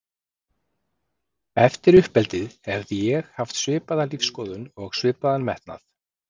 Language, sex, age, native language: Icelandic, male, 40-49, Icelandic